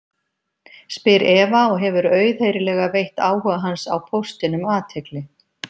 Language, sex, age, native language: Icelandic, female, 50-59, Icelandic